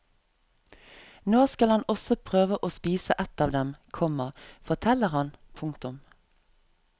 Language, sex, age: Norwegian, female, 34